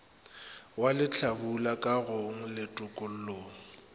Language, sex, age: Northern Sotho, male, 25